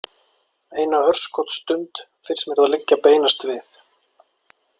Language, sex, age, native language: Icelandic, male, 40-49, Icelandic